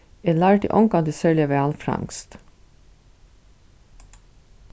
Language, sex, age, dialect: Faroese, female, 36-60, Suðuroy